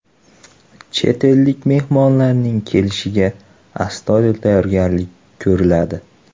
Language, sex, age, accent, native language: Uzbek, male, 18-24, Toshkent shahri, Uzbek